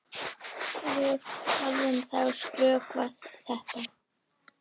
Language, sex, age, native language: Icelandic, female, 10, Icelandic